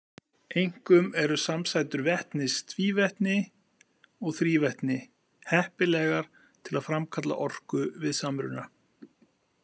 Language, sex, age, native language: Icelandic, male, 50-59, Icelandic